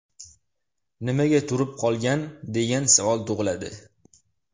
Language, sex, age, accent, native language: Uzbek, male, 18-24, Toshkent shahri, Uzbek